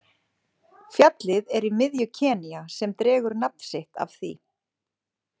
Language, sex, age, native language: Icelandic, female, 40-49, Icelandic